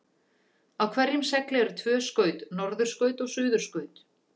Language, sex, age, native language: Icelandic, female, 40-49, Icelandic